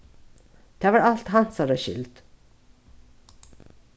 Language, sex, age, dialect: Faroese, female, 36-60, Norðuroyggjar